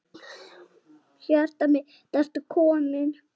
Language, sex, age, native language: Icelandic, female, 8, Icelandic